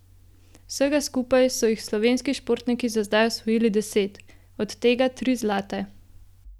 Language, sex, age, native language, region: Slovenian, female, 18-29, Slovenian, Gorenjska region